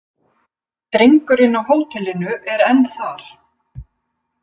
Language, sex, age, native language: Icelandic, female, 50-59, Icelandic